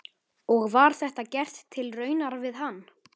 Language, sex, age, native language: Icelandic, male, 13, Icelandic